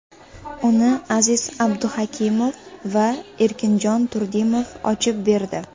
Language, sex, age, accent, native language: Uzbek, female, 18-24, Jizzax, Uzbek